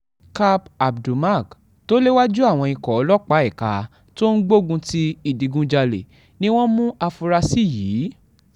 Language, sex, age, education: Yoruba, male, 15-29, tertiary